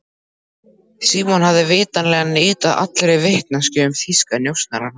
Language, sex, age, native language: Icelandic, male, 12, Icelandic